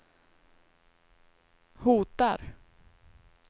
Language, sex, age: Swedish, female, 19